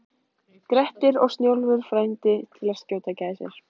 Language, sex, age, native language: Icelandic, female, 14, Icelandic